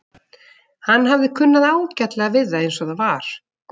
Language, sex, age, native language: Icelandic, female, 40-49, Icelandic